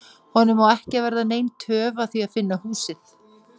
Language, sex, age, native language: Icelandic, female, 40-49, Icelandic